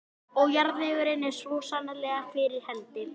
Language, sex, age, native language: Icelandic, female, 11, Icelandic